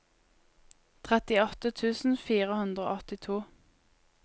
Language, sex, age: Norwegian, female, 20